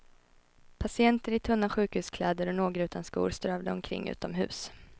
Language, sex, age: Swedish, female, 21